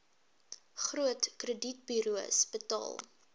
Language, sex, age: Afrikaans, female, 23